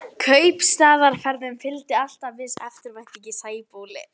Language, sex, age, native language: Icelandic, female, 12, Icelandic